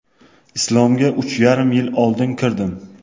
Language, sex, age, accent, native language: Uzbek, male, 18-24, Qashqadaryo, Uzbek